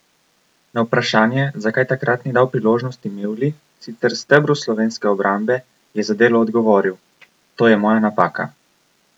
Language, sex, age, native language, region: Slovenian, male, 18-29, Slovenian, Coastal Karst region